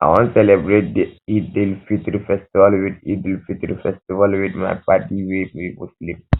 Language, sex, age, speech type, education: Nigerian Pidgin, male, 15-29, spontaneous, tertiary